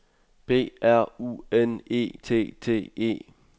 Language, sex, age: Danish, male, 23